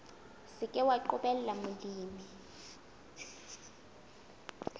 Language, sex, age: Southern Sotho, female, 22